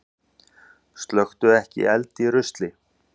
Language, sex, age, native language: Icelandic, male, 40-49, Icelandic